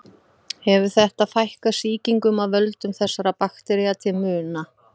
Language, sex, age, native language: Icelandic, female, 40-49, Icelandic